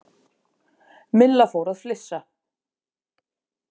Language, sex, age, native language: Icelandic, female, 50-59, Icelandic